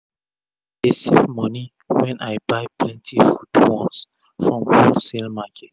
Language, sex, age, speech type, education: Nigerian Pidgin, male, 30-45, spontaneous, tertiary